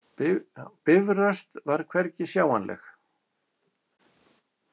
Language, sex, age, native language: Icelandic, male, 60-69, Icelandic